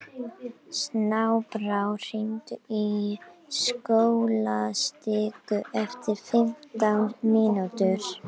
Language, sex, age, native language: Icelandic, female, 18-19, Icelandic